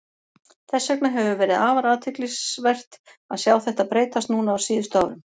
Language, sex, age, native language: Icelandic, female, 40-49, Icelandic